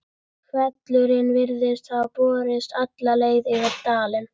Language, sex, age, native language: Icelandic, male, 11, Icelandic